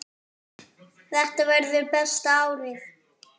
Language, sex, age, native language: Icelandic, male, 8, French